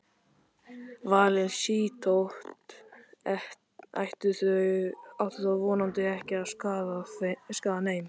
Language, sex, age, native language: Icelandic, male, 13, Icelandic